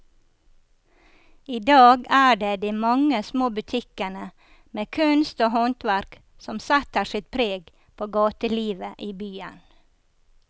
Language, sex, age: Norwegian, female, 54